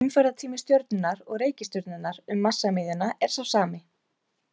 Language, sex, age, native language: Icelandic, female, 30-39, Icelandic